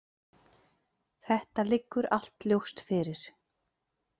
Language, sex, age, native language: Icelandic, female, 40-49, Icelandic